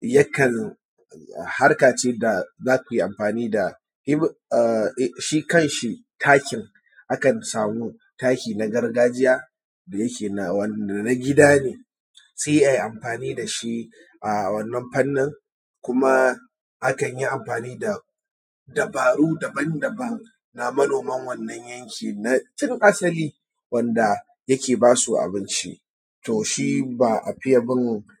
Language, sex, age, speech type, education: Hausa, male, 30-45, spontaneous, tertiary